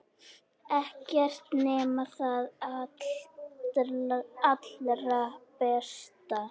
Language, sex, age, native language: Icelandic, female, 10, Icelandic